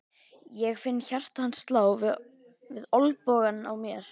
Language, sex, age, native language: Icelandic, male, 13, Icelandic